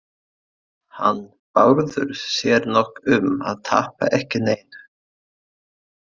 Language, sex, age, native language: Icelandic, male, 20-29, Faroese